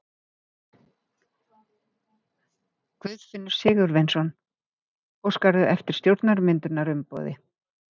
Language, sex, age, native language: Icelandic, female, 50-59, Icelandic